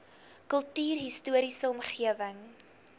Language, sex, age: Afrikaans, female, 19